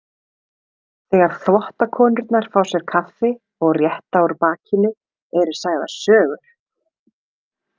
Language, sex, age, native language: Icelandic, female, 30-39, Icelandic